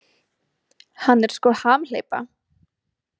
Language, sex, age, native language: Icelandic, female, 20-29, Icelandic